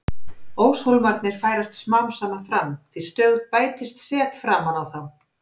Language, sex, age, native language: Icelandic, female, 50-59, Icelandic